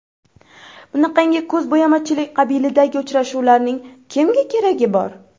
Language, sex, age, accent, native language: Uzbek, female, 12-17, Farg'ona, Uzbek